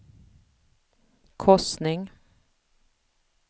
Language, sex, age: Swedish, female, 45